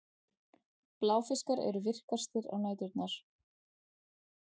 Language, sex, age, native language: Icelandic, female, 40-49, Icelandic